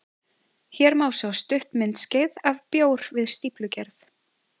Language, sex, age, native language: Icelandic, female, 20-29, Icelandic